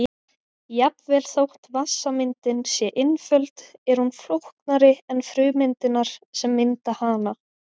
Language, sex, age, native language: Icelandic, female, 20-29, Icelandic